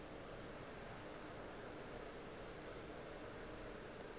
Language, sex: Northern Sotho, female